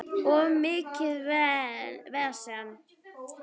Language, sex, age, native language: Icelandic, female, 9, Icelandic